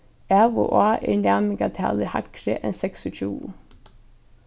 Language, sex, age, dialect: Faroese, female, 15-35, Norðurstreymoy/Eysturoy